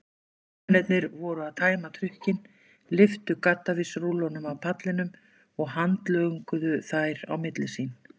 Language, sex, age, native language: Icelandic, female, 50-59, Icelandic